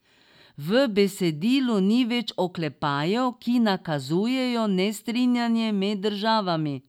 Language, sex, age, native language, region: Slovenian, female, 60+, Slovenian, Drava region